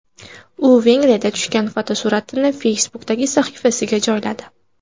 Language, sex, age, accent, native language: Uzbek, female, 18-24, Andijon, Uzbek